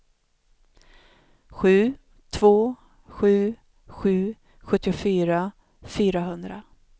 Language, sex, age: Swedish, female, 42